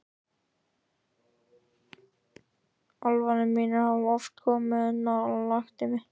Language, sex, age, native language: Icelandic, male, 13, Icelandic